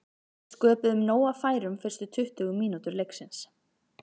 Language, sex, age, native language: Icelandic, female, 30-39, Icelandic